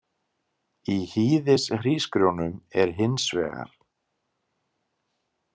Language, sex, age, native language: Icelandic, male, 30-39, Icelandic